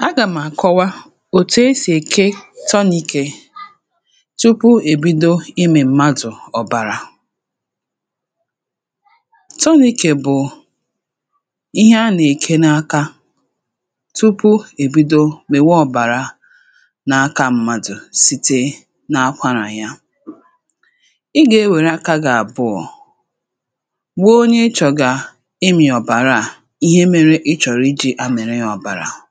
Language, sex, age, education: Igbo, female, 30-45, tertiary